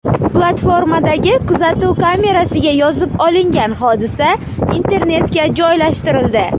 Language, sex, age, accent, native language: Uzbek, female, 18-24, Surxondaryo, Uzbek